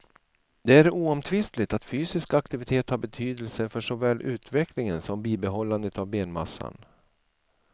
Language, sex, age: Swedish, male, 47